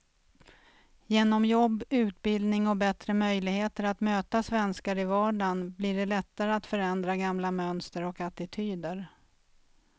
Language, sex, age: Swedish, female, 46